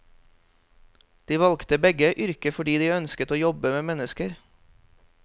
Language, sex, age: Norwegian, male, 32